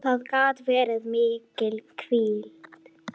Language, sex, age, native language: Icelandic, female, 10, Icelandic